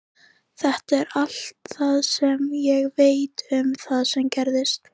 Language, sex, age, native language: Icelandic, female, 13, Icelandic